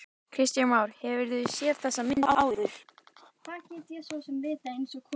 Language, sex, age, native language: Icelandic, female, 12, Icelandic